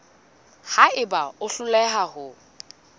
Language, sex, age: Southern Sotho, female, 20